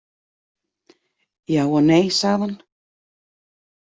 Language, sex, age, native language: Icelandic, female, 40-49, Icelandic